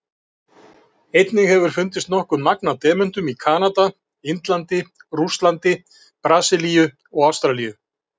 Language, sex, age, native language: Icelandic, male, 50-59, Icelandic